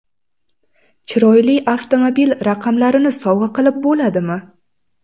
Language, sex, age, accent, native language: Uzbek, female, 18-24, Samarqand, Uzbek